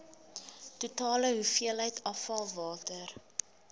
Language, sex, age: Afrikaans, female, 19